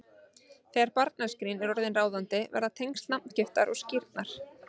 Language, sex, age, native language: Icelandic, female, 30-39, Icelandic